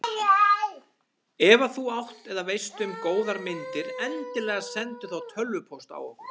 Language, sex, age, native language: Icelandic, male, 30-39, Icelandic